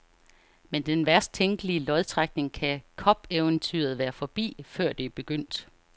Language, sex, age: Danish, female, 49